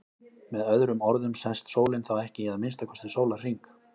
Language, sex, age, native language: Icelandic, male, 20-29, Icelandic